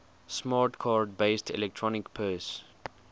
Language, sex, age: English, male, 20